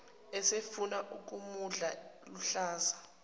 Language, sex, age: Zulu, female, 19